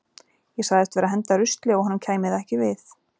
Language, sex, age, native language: Icelandic, female, 40-49, Icelandic